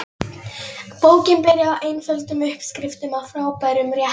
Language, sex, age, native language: Icelandic, female, 11, Polish